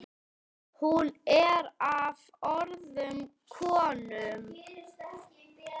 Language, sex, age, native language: Icelandic, male, 8, Icelandic